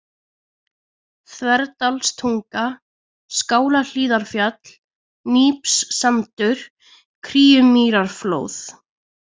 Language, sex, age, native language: Icelandic, female, 20-29, Icelandic